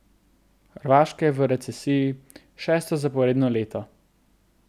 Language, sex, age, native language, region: Slovenian, male, 18-29, Slovenian, Central Slovenia